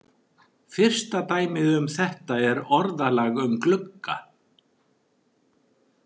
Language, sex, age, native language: Icelandic, male, 60-69, Icelandic